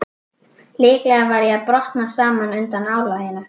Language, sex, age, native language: Icelandic, female, 12, Icelandic